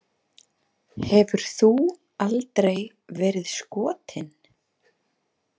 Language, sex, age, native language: Icelandic, female, 30-39, Icelandic